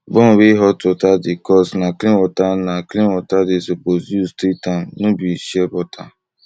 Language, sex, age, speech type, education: Nigerian Pidgin, male, 30-45, spontaneous, tertiary